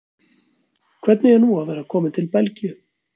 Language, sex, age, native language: Icelandic, male, 40-49, Icelandic